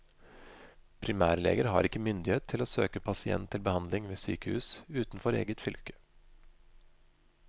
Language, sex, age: Norwegian, male, 25